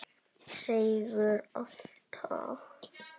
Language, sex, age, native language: Icelandic, male, 9, Icelandic